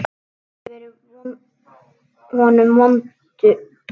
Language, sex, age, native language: Icelandic, male, 9, Icelandic